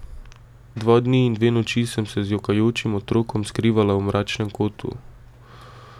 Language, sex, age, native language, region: Slovenian, male, 18-29, Slovenian, Drava region